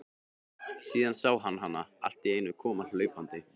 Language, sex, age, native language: Icelandic, male, 15, Icelandic